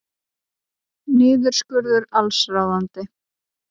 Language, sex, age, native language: Icelandic, female, 30-39, Icelandic